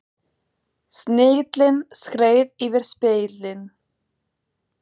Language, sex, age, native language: Icelandic, female, 20-29, German